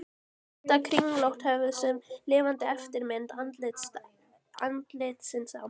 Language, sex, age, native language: Icelandic, female, 12, Icelandic